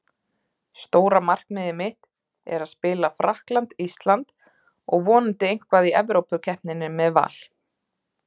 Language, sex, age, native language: Icelandic, female, 30-39, Icelandic